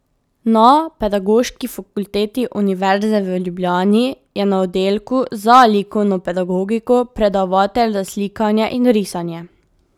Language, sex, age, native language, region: Slovenian, female, 18-29, Slovenian, Drava region